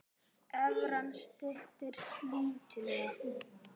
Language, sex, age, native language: Icelandic, female, 30-39, Icelandic